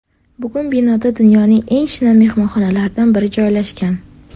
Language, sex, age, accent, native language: Uzbek, female, 18-24, Sirdaryo, Uzbek